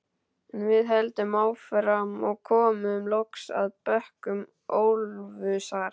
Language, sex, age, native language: Icelandic, male, 12, Icelandic